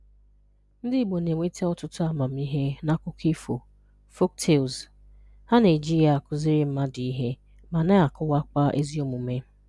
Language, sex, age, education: Igbo, female, 30-45, tertiary